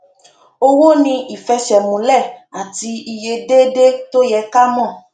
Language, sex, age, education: Yoruba, female, 15-29, tertiary